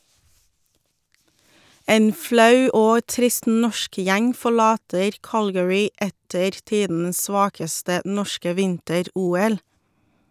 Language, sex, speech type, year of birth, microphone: Norwegian, female, read, 1982, Shure